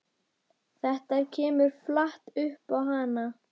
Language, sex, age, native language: Icelandic, female, 12, Icelandic